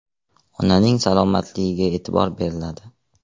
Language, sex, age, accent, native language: Uzbek, male, 18-24, Andijon, Uzbek